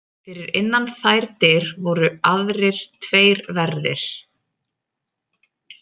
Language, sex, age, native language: Icelandic, female, 30-39, Icelandic